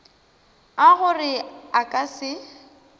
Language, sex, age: Northern Sotho, female, 19